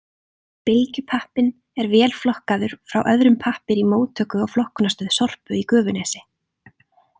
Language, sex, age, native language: Icelandic, female, 30-39, Icelandic